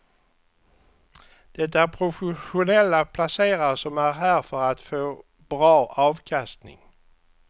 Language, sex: Swedish, male